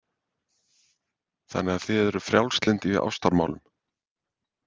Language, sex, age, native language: Icelandic, male, 50-59, Icelandic